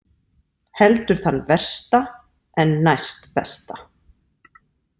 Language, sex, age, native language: Icelandic, female, 40-49, Icelandic